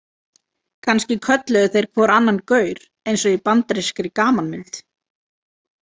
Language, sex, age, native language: Icelandic, female, 30-39, Icelandic